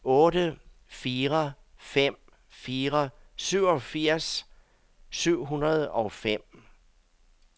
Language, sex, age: Danish, male, 62